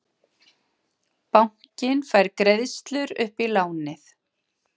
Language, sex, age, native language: Icelandic, female, 40-49, Icelandic